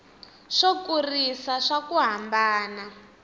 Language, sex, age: Tsonga, female, 19